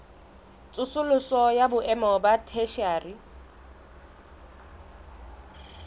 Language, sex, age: Southern Sotho, female, 22